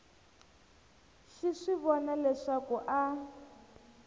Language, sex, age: Tsonga, female, 19